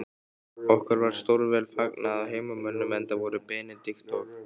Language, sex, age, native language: Icelandic, male, 15, Icelandic